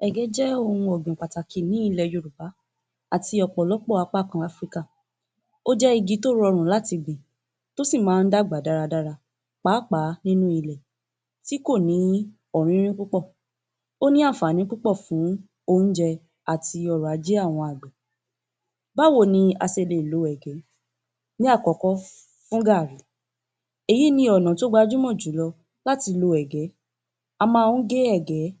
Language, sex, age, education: Yoruba, female, 15-29, tertiary